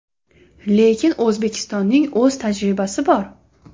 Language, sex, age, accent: Uzbek, female, 18-24, Toshkent shahri